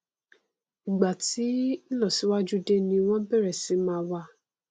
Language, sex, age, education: Yoruba, female, 15-29, tertiary